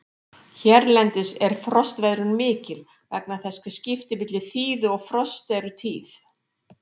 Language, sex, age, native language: Icelandic, female, 50-59, Icelandic